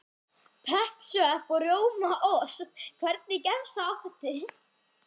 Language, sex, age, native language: Icelandic, other, 11, Icelandic